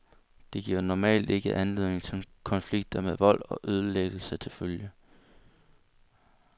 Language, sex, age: Danish, male, 22